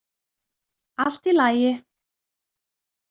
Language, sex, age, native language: Icelandic, female, 20-29, Icelandic